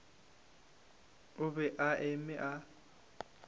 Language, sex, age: Northern Sotho, male, 22